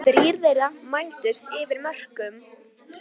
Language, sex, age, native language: Icelandic, female, 18-19, Icelandic